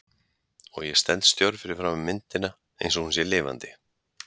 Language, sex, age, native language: Icelandic, male, 40-49, Icelandic